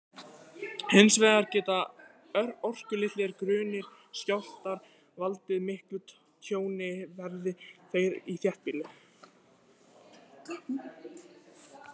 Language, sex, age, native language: Icelandic, male, 18-19, Icelandic